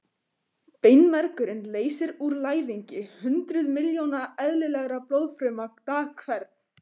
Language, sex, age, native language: Icelandic, female, 15, Icelandic